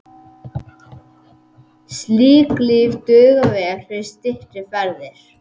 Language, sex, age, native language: Icelandic, male, 18-19, Icelandic